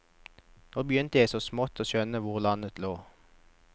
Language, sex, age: Norwegian, male, 21